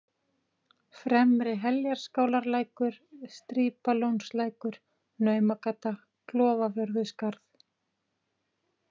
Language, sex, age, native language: Icelandic, female, 40-49, Icelandic